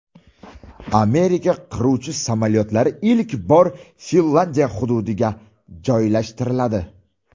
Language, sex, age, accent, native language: Uzbek, male, 19-29, Buxoro, Uzbek